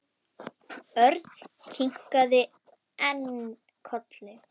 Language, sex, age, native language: Icelandic, female, 10, Icelandic